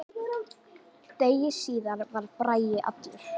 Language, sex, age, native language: Icelandic, female, 10, Icelandic